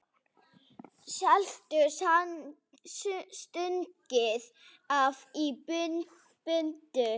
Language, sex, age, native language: Icelandic, female, 7, Icelandic